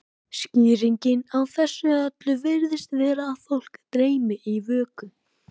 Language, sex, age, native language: Icelandic, male, 18-19, Icelandic